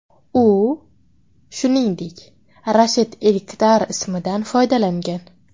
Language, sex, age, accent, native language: Uzbek, female, 18-24, Qashqadaryo, Uzbek